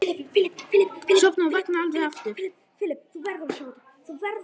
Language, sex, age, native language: Icelandic, male, 9, Icelandic